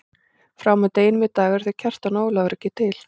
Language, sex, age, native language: Icelandic, female, 40-49, Icelandic